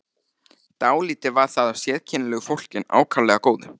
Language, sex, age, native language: Icelandic, male, 13, Icelandic